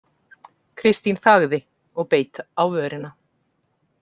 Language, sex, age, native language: Icelandic, female, 40-49, Icelandic